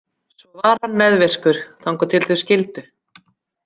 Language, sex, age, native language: Icelandic, female, 40-49, Icelandic